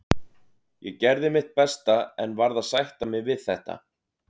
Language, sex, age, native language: Icelandic, male, 30-39, Icelandic